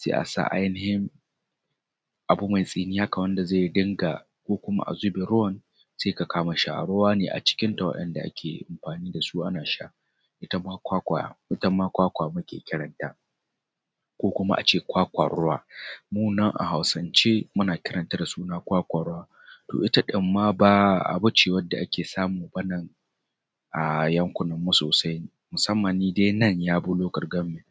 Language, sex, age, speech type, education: Hausa, male, 30-45, spontaneous, tertiary